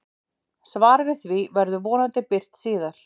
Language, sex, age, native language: Icelandic, female, 40-49, Icelandic